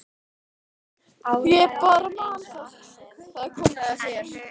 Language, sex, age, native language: Icelandic, female, 12, Icelandic